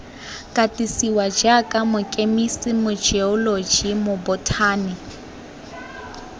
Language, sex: Tswana, female